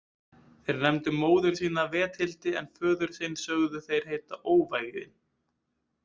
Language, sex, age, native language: Icelandic, male, 20-29, Icelandic